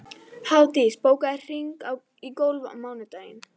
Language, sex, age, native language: Icelandic, female, 11, Icelandic